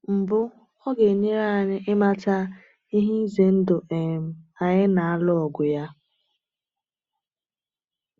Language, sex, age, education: Igbo, female, 30-45, tertiary